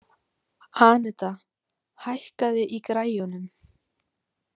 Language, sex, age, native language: Icelandic, female, 18-19, Icelandic